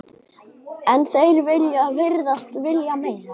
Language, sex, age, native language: Icelandic, male, 10, Icelandic